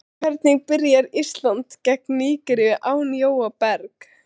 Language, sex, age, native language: Icelandic, female, 16, Icelandic